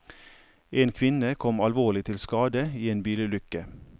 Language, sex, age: Norwegian, male, 55